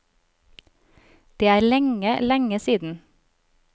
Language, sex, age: Norwegian, female, 36